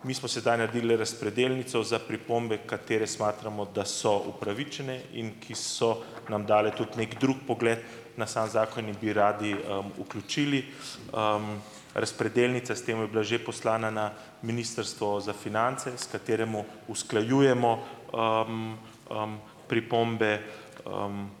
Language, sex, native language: Slovenian, male, Slovenian